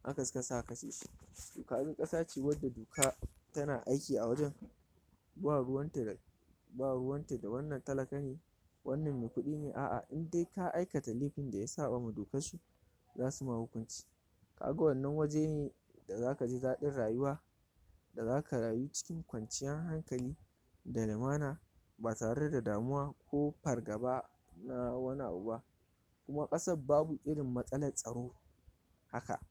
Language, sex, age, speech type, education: Hausa, male, 46-60, spontaneous, tertiary